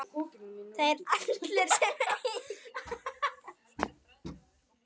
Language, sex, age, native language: Icelandic, male, 9, Icelandic